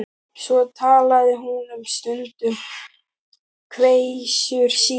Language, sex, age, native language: Icelandic, male, 12, Icelandic